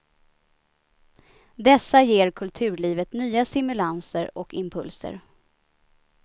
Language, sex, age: Swedish, female, 29